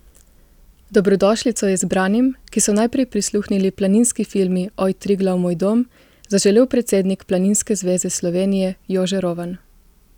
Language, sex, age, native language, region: Slovenian, female, 18-29, Slovenian, Gorica region